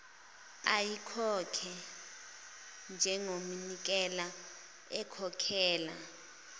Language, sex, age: Zulu, female, 20